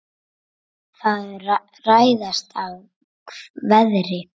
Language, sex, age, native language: Icelandic, female, 7, Icelandic